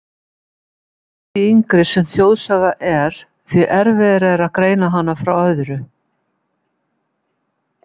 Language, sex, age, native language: Icelandic, female, 70-79, Icelandic